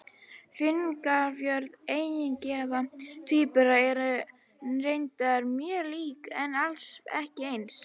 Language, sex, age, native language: Icelandic, female, 50-59, Icelandic